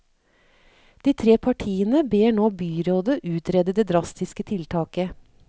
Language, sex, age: Norwegian, female, 39